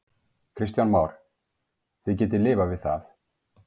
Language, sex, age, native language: Icelandic, male, 50-59, Icelandic